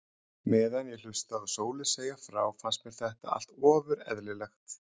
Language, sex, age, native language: Icelandic, male, 30-39, Icelandic